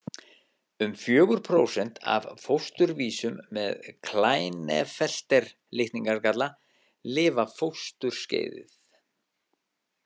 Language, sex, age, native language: Icelandic, male, 50-59, Icelandic